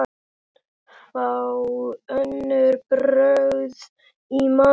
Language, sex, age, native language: Icelandic, male, 10, Icelandic